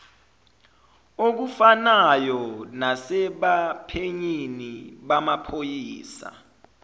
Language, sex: Zulu, male